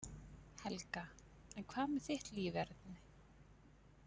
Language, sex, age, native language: Icelandic, female, 20-29, Icelandic